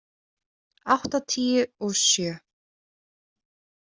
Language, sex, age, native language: Icelandic, female, 20-29, Icelandic